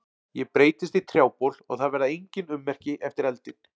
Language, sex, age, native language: Icelandic, male, 40-49, Icelandic